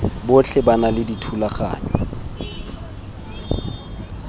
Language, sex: Tswana, male